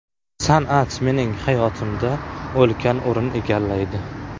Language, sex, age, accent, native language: Uzbek, male, 18-24, Qashqadaryo, Uzbek